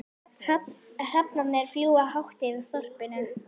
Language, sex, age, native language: Icelandic, female, 11, Icelandic